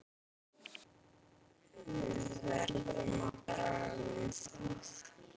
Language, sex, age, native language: Icelandic, other, 12, Icelandic